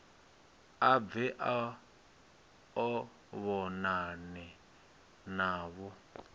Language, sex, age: Venda, male, 22